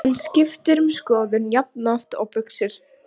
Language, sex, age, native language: Icelandic, female, 12, Icelandic